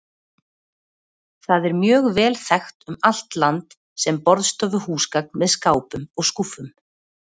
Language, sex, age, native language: Icelandic, female, 40-49, Icelandic